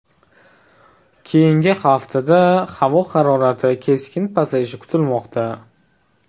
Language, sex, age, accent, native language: Uzbek, male, 18-24, Toshkent shahri, Uzbek